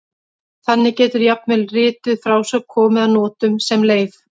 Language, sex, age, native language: Icelandic, female, 30-39, Icelandic